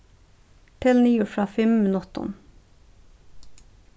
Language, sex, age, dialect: Faroese, female, 36-60, Suðurstreymoy